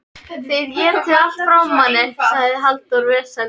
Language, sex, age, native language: Icelandic, female, 13, Icelandic